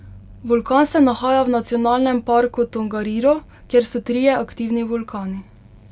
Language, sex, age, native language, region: Slovenian, female, 18-29, Slovenian, Pomurje region